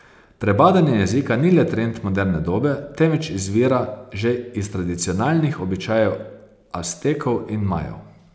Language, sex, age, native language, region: Slovenian, male, 30-49, Slovenian, Posavska region